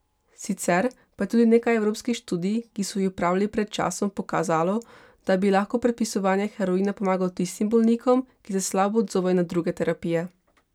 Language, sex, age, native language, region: Slovenian, female, 18-29, Slovenian, Pomurje region